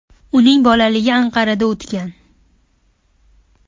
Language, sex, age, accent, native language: Uzbek, female, 18-24, Farg'ona, Uzbek